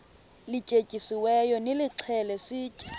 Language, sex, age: Xhosa, female, 24